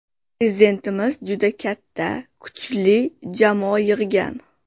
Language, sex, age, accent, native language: Uzbek, female, 18-24, Qashqadaryo, Uzbek